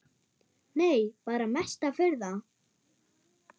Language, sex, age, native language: Icelandic, female, 9, German